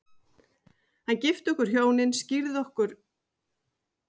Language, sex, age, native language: Icelandic, female, 40-49, Icelandic